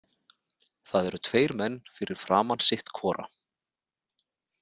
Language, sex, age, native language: Icelandic, male, 40-49, Icelandic